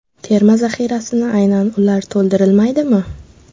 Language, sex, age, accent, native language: Uzbek, female, 12-17, Samarqand, Uzbek